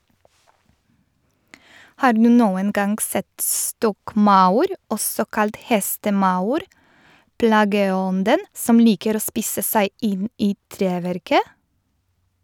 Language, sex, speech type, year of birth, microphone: Norwegian, female, read, 1986, Shure